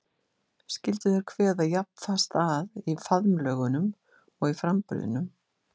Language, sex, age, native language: Icelandic, female, 60-69, Icelandic